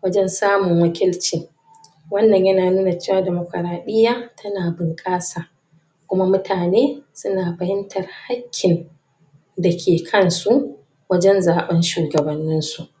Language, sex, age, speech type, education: Hausa, female, 30-45, spontaneous, tertiary